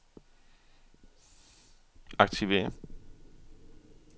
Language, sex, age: Danish, male, 41